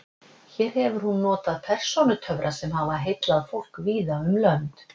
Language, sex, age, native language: Icelandic, female, 50-59, Icelandic